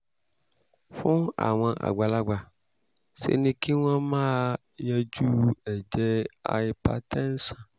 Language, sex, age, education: Yoruba, male, 30-45, tertiary